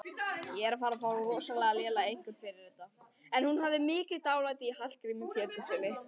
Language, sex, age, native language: Icelandic, female, 12, Icelandic